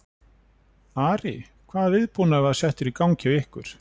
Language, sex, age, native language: Icelandic, male, 40-49, Icelandic